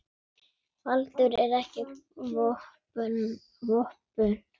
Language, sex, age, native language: Icelandic, female, 9, Icelandic